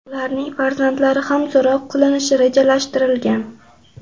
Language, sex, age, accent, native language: Uzbek, female, 12-17, Buxoro, Uzbek